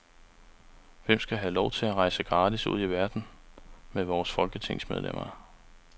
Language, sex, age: Danish, male, 35